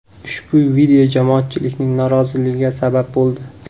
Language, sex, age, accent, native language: Uzbek, male, 18-24, Qashqadaryo, Uzbek